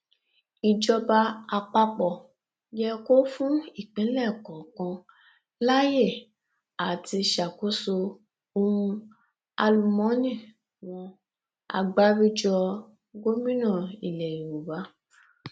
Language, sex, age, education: Yoruba, female, 15-29, tertiary